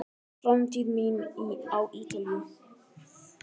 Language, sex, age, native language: Icelandic, female, 10, Icelandic